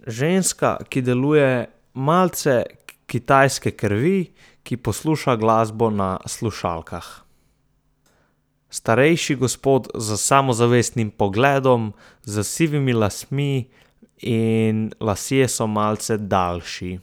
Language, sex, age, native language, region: Slovenian, male, 18-29, Slovenian, Southeast Slovenia